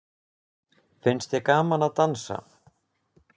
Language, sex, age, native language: Icelandic, male, 20-29, Icelandic